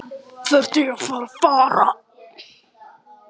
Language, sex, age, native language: Icelandic, male, 9, Icelandic